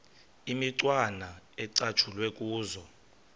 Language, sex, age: Xhosa, male, 22